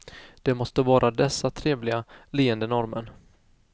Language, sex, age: Swedish, male, 19